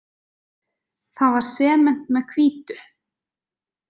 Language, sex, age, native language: Icelandic, female, 20-29, Icelandic